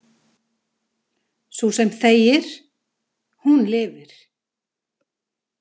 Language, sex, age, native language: Icelandic, female, 50-59, Icelandic